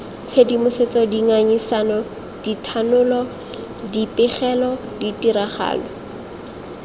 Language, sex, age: Tswana, female, 23